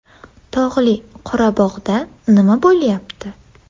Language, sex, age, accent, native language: Uzbek, female, 18-24, Andijon, Uzbek